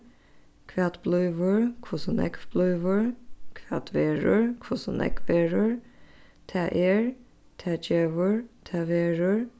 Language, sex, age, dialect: Faroese, female, 15-35, Suðurstreymoy